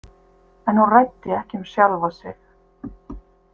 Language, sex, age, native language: Icelandic, female, 50-59, Icelandic